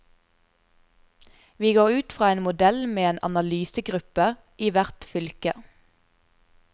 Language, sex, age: Norwegian, female, 24